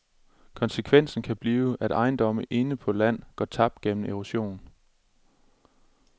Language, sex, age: Danish, male, 27